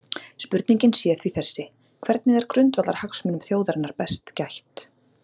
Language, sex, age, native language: Icelandic, female, 40-49, Icelandic